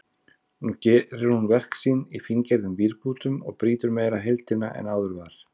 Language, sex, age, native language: Icelandic, male, 50-59, Icelandic